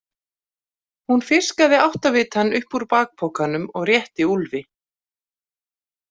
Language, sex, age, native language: Icelandic, female, 40-49, Icelandic